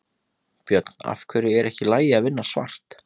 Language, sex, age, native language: Icelandic, male, 30-39, Icelandic